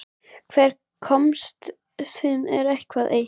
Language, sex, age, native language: Icelandic, female, 11, Icelandic